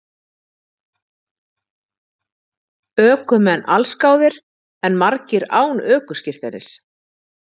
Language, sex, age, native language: Icelandic, female, 50-59, Icelandic